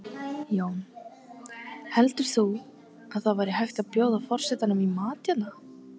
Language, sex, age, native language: Icelandic, female, 18-19, Icelandic